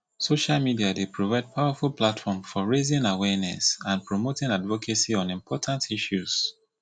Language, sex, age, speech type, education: Nigerian Pidgin, male, 30-45, spontaneous, tertiary